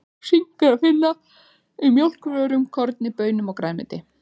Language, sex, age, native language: Icelandic, female, 30-39, Icelandic